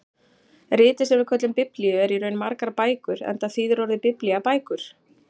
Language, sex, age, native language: Icelandic, female, 40-49, Icelandic